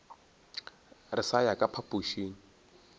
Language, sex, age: Northern Sotho, male, 22